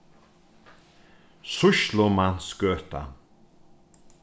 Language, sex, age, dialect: Faroese, male, 36-60, Norðurstreymoy/Eysturoy